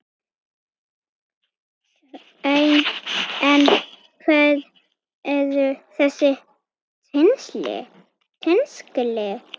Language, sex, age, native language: Icelandic, female, 9, Icelandic